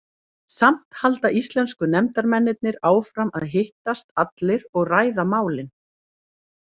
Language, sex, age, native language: Icelandic, female, 40-49, Icelandic